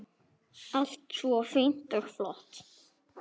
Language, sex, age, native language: Icelandic, male, 9, Icelandic